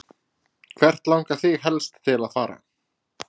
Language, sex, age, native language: Icelandic, male, 20-29, Icelandic